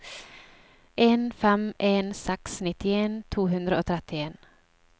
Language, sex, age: Norwegian, female, 27